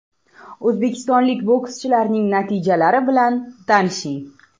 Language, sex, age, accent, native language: Uzbek, female, 18-24, Toshkent shahri, Uzbek